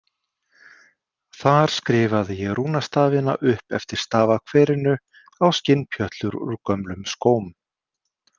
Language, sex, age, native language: Icelandic, male, 50-59, Icelandic